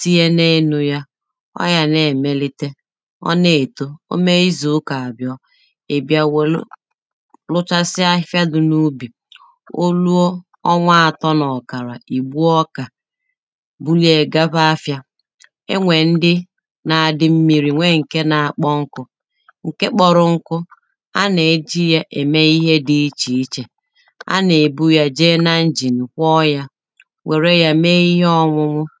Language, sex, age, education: Igbo, female, 30-45, tertiary